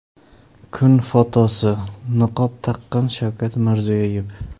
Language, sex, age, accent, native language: Uzbek, male, 35+, Samarqand, Uzbek